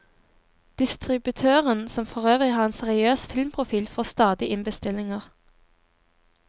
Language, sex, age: Norwegian, female, 23